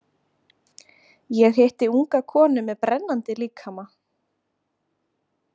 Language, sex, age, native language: Icelandic, female, 20-29, Icelandic